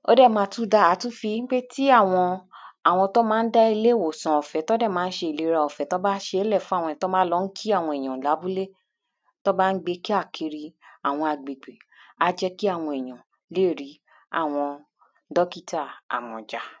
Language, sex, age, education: Yoruba, female, 30-45, tertiary